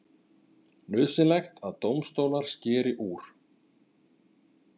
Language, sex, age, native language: Icelandic, male, 30-39, Icelandic